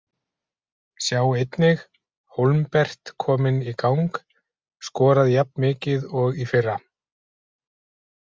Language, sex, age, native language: Icelandic, male, 40-49, Icelandic